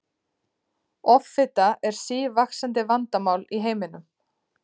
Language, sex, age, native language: Icelandic, female, 30-39, Icelandic